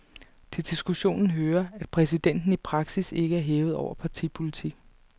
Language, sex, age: Danish, female, 29